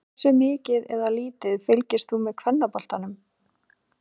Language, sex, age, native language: Icelandic, female, 30-39, Icelandic